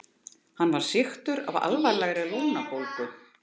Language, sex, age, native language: Icelandic, female, 50-59, Icelandic